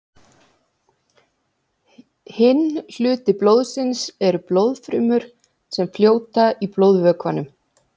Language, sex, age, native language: Icelandic, female, 40-49, Icelandic